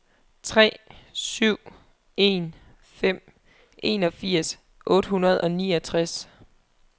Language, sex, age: Danish, female, 23